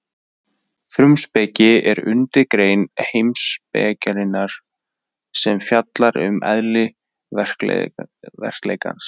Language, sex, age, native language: Icelandic, male, 20-29, Icelandic